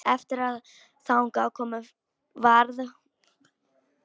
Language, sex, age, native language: Icelandic, female, 18-19, Polish